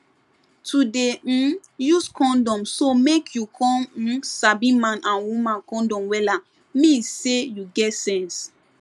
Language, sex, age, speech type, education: Nigerian Pidgin, female, 15-29, spontaneous, tertiary